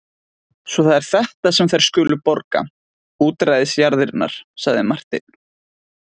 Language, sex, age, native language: Icelandic, male, 20-29, Icelandic